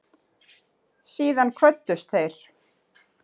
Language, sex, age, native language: Icelandic, female, 40-49, Icelandic